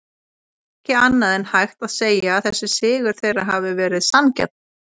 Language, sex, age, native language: Icelandic, female, 30-39, Icelandic